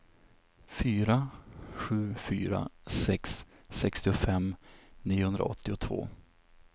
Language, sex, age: Swedish, male, 27